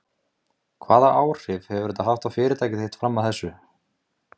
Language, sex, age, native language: Icelandic, male, 20-29, Icelandic